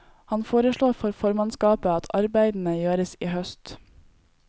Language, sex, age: Norwegian, female, 18